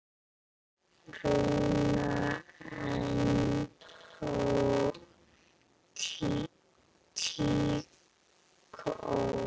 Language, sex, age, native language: Icelandic, female, 8, Icelandic